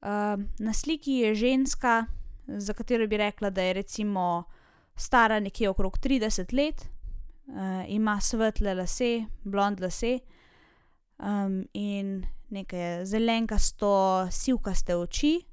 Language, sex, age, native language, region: Slovenian, female, 18-29, Slovenian, Zasavska region